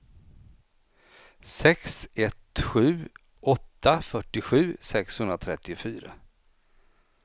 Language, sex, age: Swedish, male, 49